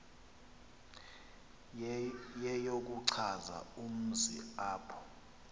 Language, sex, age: Xhosa, male, 26